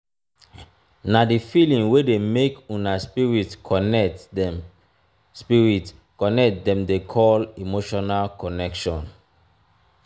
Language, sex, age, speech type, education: Nigerian Pidgin, male, 30-45, spontaneous, tertiary